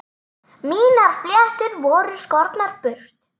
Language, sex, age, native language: Icelandic, male, 9, Icelandic